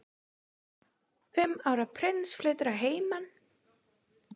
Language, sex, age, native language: Icelandic, female, 20-29, Icelandic